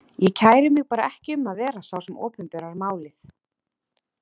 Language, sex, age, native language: Icelandic, female, 30-39, Icelandic